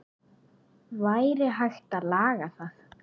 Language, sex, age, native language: Icelandic, male, 8, Icelandic